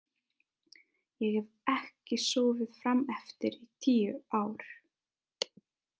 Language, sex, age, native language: Icelandic, female, 20-29, Italian